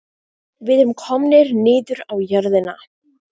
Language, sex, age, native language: Icelandic, female, 18-19, Icelandic